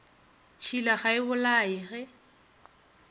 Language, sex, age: Northern Sotho, female, 30